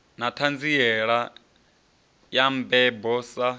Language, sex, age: Venda, male, 30